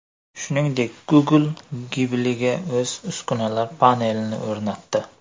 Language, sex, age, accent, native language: Uzbek, male, 18-24, Surxondaryo, Uzbek